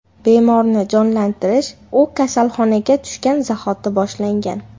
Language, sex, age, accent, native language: Uzbek, female, 18-24, Namangan, Uzbek